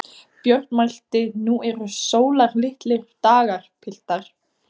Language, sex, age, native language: Icelandic, female, 15, Icelandic